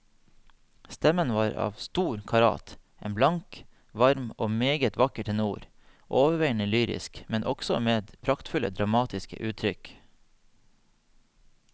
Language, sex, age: Norwegian, male, 30